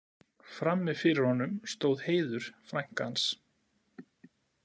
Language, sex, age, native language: Icelandic, male, 40-49, Icelandic